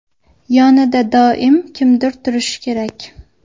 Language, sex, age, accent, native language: Uzbek, female, 19-29, Farg'ona, Uzbek